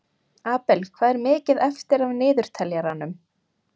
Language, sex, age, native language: Icelandic, female, 30-39, Icelandic